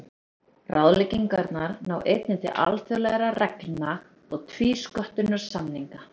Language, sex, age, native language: Icelandic, female, 30-39, Icelandic